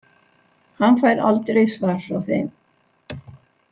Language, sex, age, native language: Icelandic, female, 60-69, Icelandic